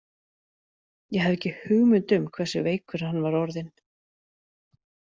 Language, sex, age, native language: Icelandic, female, 40-49, Icelandic